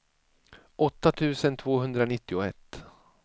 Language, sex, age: Swedish, male, 47